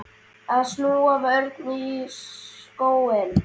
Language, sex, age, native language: Icelandic, male, 10, Icelandic